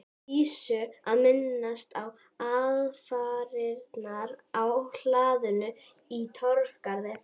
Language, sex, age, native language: Icelandic, female, 12, Icelandic